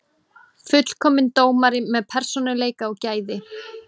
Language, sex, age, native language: Icelandic, female, 18-19, Icelandic